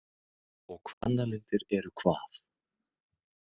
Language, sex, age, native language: Icelandic, male, 18-19, Icelandic